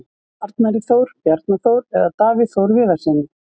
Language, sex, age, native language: Icelandic, female, 50-59, Icelandic